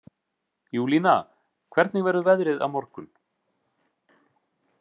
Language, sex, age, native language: Icelandic, male, 30-39, Icelandic